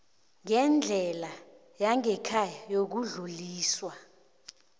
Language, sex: South Ndebele, female